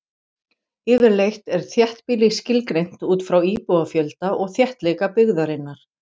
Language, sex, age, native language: Icelandic, female, 40-49, Icelandic